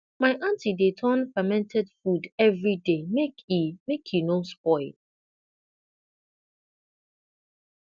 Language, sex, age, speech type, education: Nigerian Pidgin, female, 30-45, spontaneous, tertiary